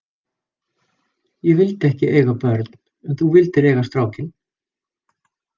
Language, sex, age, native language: Icelandic, male, 40-49, Icelandic